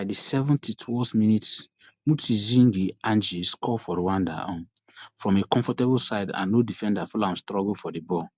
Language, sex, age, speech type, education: Nigerian Pidgin, male, 15-29, spontaneous, tertiary